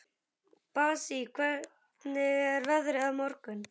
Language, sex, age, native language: Icelandic, male, 11, Icelandic